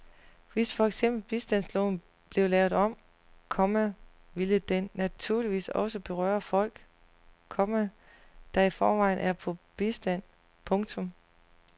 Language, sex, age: Danish, female, 40